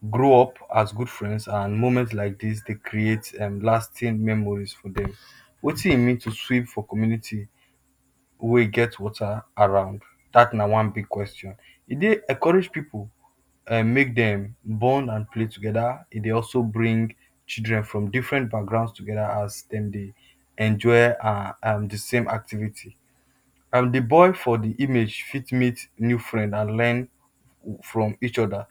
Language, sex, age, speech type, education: Nigerian Pidgin, male, 30-45, spontaneous, tertiary